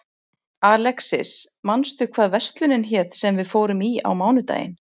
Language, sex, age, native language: Icelandic, female, 40-49, Icelandic